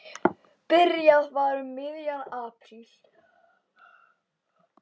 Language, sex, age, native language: Icelandic, female, 10, Icelandic